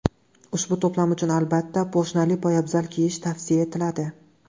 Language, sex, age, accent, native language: Uzbek, male, 18-24, Toshkent viloyati, Uzbek